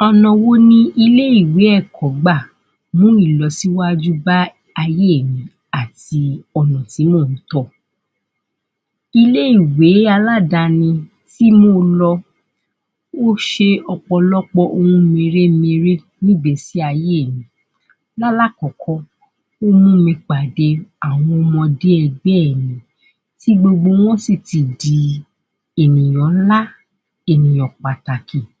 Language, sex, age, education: Yoruba, female, 15-29, tertiary